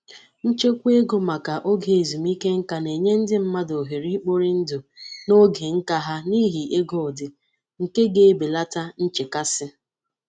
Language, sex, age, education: Igbo, female, 30-45, tertiary